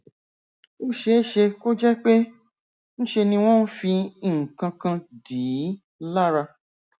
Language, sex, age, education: Yoruba, female, 46-60, tertiary